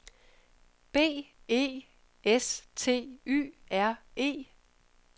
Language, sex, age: Danish, female, 31